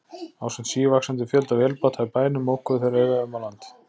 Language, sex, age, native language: Icelandic, male, 40-49, Icelandic